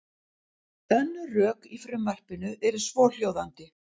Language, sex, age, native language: Icelandic, female, 60-69, Icelandic